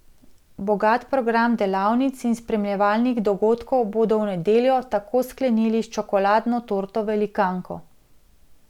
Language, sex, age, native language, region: Slovenian, female, 30-49, Slovenian, Central Slovenia